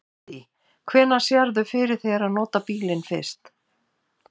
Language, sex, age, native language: Icelandic, female, 50-59, Icelandic